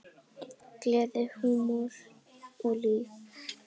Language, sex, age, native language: Icelandic, female, 10, Icelandic